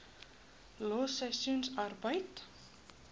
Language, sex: Afrikaans, female